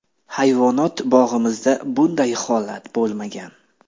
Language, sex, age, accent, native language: Uzbek, male, 25-34, Namangan, Uzbek